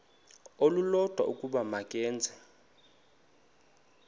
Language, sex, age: Xhosa, male, 21